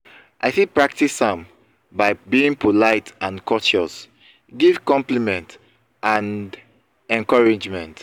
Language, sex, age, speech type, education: Nigerian Pidgin, male, 30-45, spontaneous, tertiary